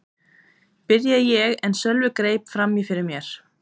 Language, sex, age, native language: Icelandic, female, 20-29, Icelandic